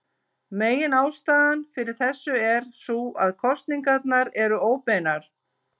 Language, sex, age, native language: Icelandic, female, 50-59, Icelandic